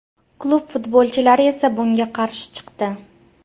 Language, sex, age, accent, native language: Uzbek, female, 25-34, Farg'ona, Uzbek